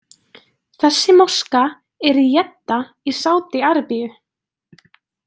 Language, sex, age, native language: Icelandic, female, 20-29, Icelandic